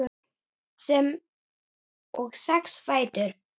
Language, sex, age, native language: Icelandic, male, 8, Icelandic